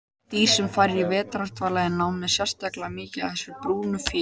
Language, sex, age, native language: Icelandic, male, 18-19, Icelandic